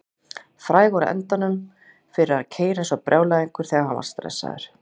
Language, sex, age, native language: Icelandic, female, 40-49, Icelandic